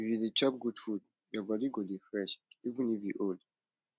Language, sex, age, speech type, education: Nigerian Pidgin, male, 15-29, spontaneous, tertiary